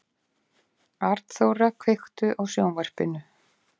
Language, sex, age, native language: Icelandic, female, 50-59, Icelandic